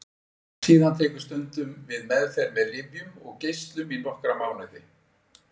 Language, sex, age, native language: Icelandic, male, 60-69, Icelandic